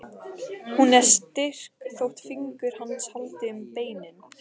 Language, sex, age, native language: Icelandic, female, 15, Icelandic